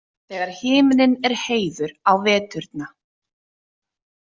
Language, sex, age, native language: Icelandic, female, 30-39, Icelandic